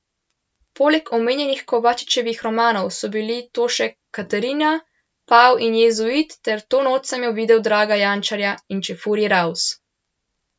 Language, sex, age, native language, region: Slovenian, male, 12-17, Slovenian, Central Slovenia